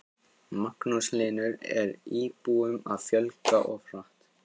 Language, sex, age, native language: Icelandic, male, 15, Icelandic